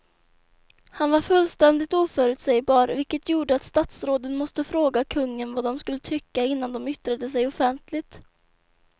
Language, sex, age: Swedish, female, 24